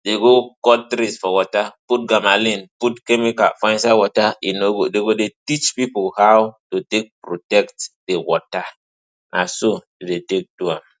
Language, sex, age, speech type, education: Nigerian Pidgin, male, 15-29, spontaneous, tertiary